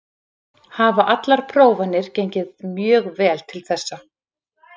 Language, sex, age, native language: Icelandic, female, 40-49, Icelandic